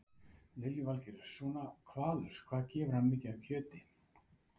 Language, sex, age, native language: Icelandic, male, 30-39, Icelandic